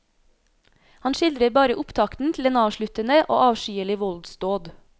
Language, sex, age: Norwegian, female, 26